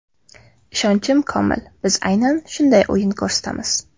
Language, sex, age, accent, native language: Uzbek, female, 18-24, Qashqadaryo, Uzbek